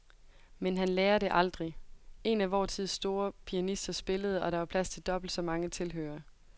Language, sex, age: Danish, female, 22